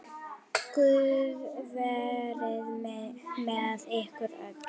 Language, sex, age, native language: Icelandic, female, 9, Icelandic